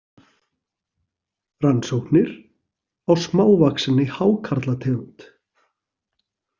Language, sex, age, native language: Icelandic, male, 40-49, Icelandic